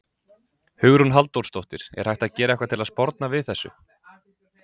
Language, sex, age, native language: Icelandic, male, 20-29, Icelandic